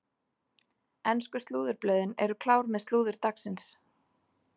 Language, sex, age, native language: Icelandic, female, 30-39, Icelandic